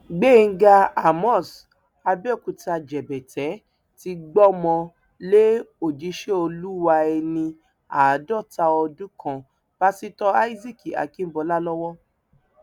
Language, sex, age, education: Yoruba, female, 30-45, tertiary